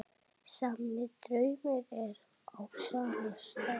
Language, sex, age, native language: Icelandic, male, 7, Icelandic